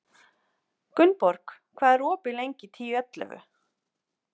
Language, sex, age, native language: Icelandic, female, 50-59, Icelandic